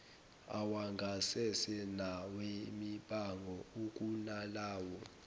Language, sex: Zulu, male